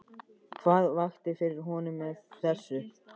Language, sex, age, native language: Icelandic, male, 14, Icelandic